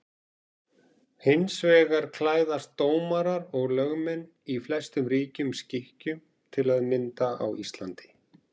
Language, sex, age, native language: Icelandic, male, 40-49, Icelandic